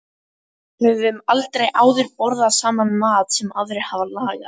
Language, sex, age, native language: Icelandic, female, 12, Icelandic